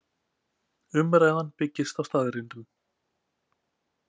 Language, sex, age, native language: Icelandic, male, 20-29, Icelandic